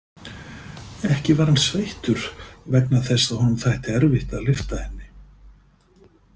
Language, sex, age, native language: Icelandic, male, 50-59, Icelandic